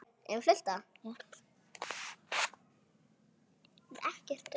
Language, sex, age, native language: Icelandic, female, 40-49, Icelandic